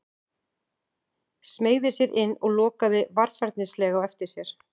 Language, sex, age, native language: Icelandic, female, 40-49, Icelandic